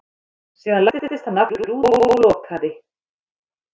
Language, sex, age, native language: Icelandic, female, 13, Icelandic